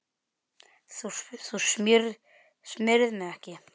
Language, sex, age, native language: Icelandic, male, 10, Icelandic